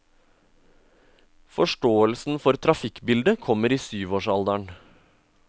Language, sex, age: Norwegian, male, 31